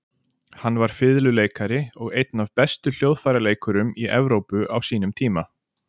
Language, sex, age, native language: Icelandic, male, 40-49, Icelandic